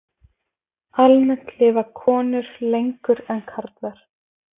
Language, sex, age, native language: Icelandic, female, 20-29, Icelandic